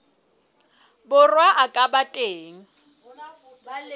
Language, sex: Southern Sotho, female